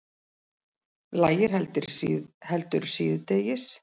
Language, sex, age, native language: Icelandic, female, 40-49, Icelandic